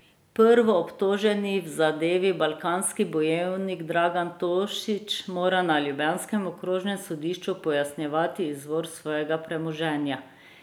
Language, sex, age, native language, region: Slovenian, female, 30-49, Slovenian, Drava region